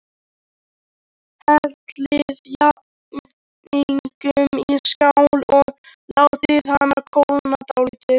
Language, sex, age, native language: Icelandic, male, 13, Icelandic